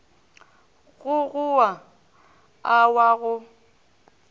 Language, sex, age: Northern Sotho, female, 18